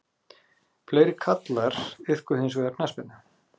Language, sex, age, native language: Icelandic, male, 40-49, Icelandic